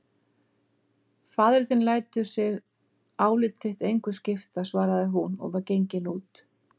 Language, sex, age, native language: Icelandic, female, 50-59, Icelandic